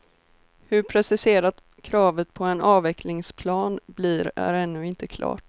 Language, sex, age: Swedish, female, 24